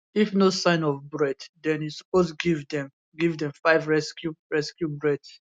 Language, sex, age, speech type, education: Nigerian Pidgin, male, 15-29, spontaneous, tertiary